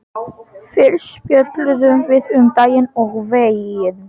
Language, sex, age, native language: Icelandic, male, 18-19, Polish